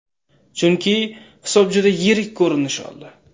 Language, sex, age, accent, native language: Uzbek, male, 18-24, Samarqand, Uzbek